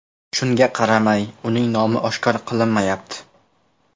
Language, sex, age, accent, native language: Uzbek, male, 18-24, Namangan, Uzbek